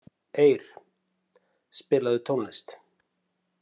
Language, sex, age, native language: Icelandic, male, 50-59, Icelandic